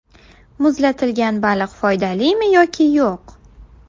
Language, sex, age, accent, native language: Uzbek, female, 19-29, Buxoro, Uzbek